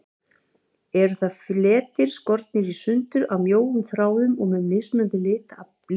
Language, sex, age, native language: Icelandic, female, 50-59, Icelandic